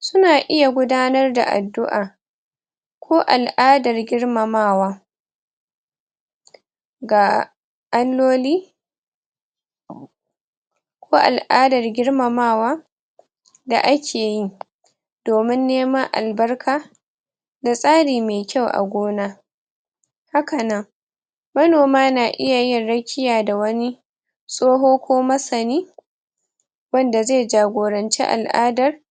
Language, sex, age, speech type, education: Hausa, female, 15-29, spontaneous, tertiary